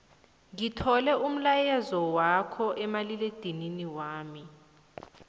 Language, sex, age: South Ndebele, female, 23